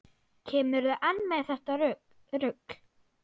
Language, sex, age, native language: Icelandic, female, 9, Icelandic